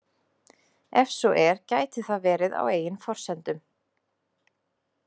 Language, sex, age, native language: Icelandic, female, 20-29, Icelandic